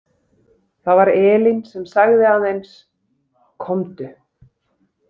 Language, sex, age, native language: Icelandic, female, 30-39, Icelandic